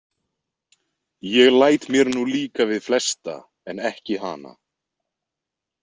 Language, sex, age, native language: Icelandic, male, 20-29, Icelandic